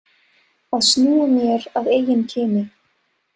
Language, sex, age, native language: Icelandic, female, 30-39, Serbo-Croatian